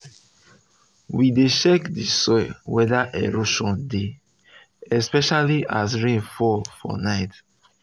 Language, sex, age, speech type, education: Nigerian Pidgin, male, 30-45, spontaneous, tertiary